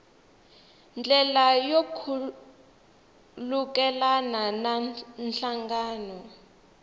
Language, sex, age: Tsonga, female, 19